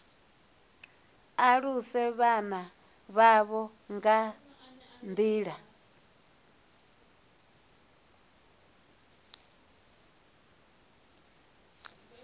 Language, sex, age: Venda, female, 24